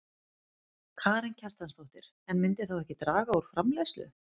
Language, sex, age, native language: Icelandic, female, 30-39, Icelandic